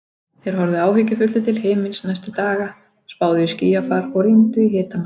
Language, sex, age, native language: Icelandic, female, 40-49, Icelandic